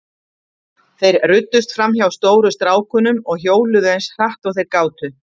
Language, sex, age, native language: Icelandic, female, 50-59, Icelandic